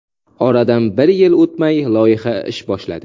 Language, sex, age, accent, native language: Uzbek, male, 19-29, Samarqand, Uzbek